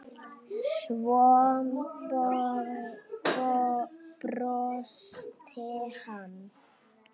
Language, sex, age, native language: Icelandic, female, 9, Icelandic